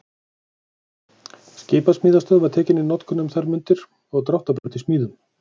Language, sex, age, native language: Icelandic, male, 40-49, Icelandic